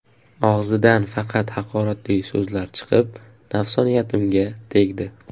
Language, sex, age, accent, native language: Uzbek, male, 18-24, Farg'ona, Uzbek